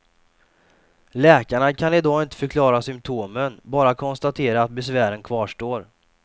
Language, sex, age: Swedish, male, 28